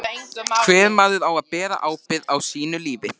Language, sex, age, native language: Icelandic, male, 13, Icelandic